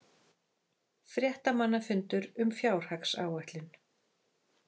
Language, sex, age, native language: Icelandic, female, 40-49, Icelandic